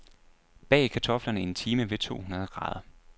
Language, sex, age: Danish, male, 24